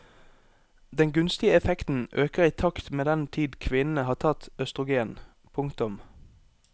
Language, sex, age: Norwegian, male, 18